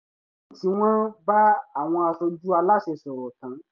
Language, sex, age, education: Yoruba, male, 15-29, tertiary